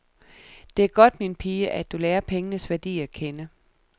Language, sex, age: Danish, female, 37